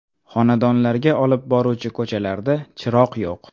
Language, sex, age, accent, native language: Uzbek, male, 18-24, Toshkent shahri, Uzbek